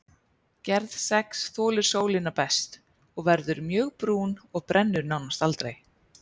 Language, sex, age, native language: Icelandic, female, 30-39, Icelandic